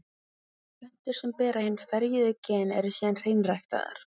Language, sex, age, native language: Icelandic, female, 15, Icelandic